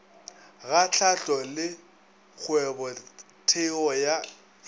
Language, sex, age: Northern Sotho, male, 22